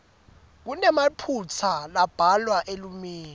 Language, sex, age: Swati, male, 18